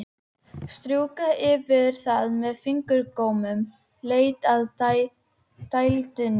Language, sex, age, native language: Icelandic, female, 12, Icelandic